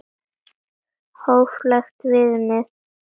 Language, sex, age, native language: Icelandic, female, 10, Icelandic